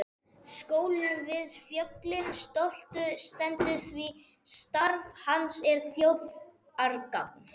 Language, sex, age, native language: Icelandic, male, 40-49, Spanish